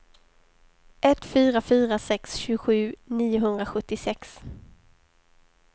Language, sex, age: Swedish, female, 23